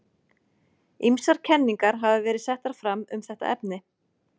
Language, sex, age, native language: Icelandic, female, 40-49, Icelandic